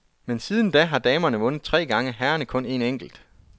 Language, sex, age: Danish, male, 33